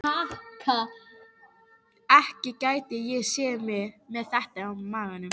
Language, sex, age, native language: Icelandic, female, 12, Icelandic